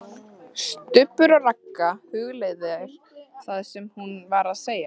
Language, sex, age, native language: Icelandic, female, 13, Icelandic